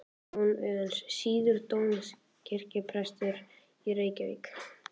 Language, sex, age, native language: Icelandic, male, 14, Icelandic